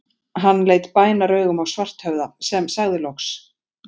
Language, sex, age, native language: Icelandic, female, 40-49, Icelandic